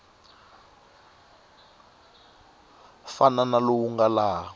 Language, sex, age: Tsonga, male, 25